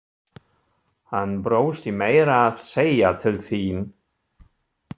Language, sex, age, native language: Icelandic, male, 60-69, German